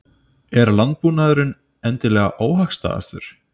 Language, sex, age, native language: Icelandic, male, 30-39, Icelandic